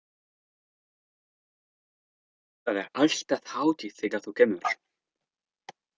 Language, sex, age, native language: Icelandic, male, 30-39, French